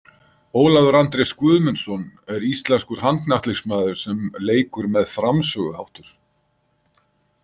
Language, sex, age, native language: Icelandic, male, 50-59, Icelandic